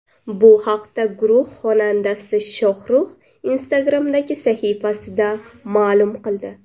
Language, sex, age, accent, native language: Uzbek, female, under 19, Navoiy, Uzbek